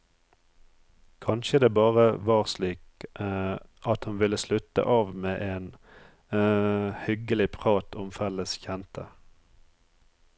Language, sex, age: Norwegian, male, 34